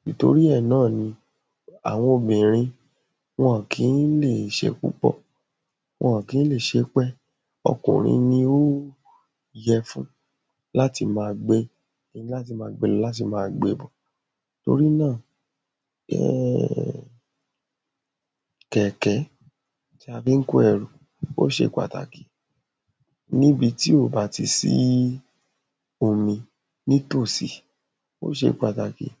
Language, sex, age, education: Yoruba, female, 30-45, secondary